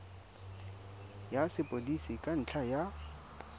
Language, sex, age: Tswana, male, 22